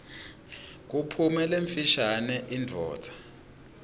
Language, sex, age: Swati, male, 26